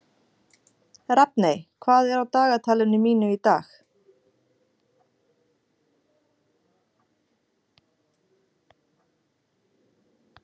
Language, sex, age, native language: Icelandic, female, 40-49, Icelandic